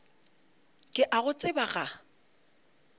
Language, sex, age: Northern Sotho, female, 35